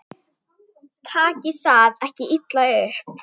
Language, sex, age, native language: Icelandic, female, 8, Icelandic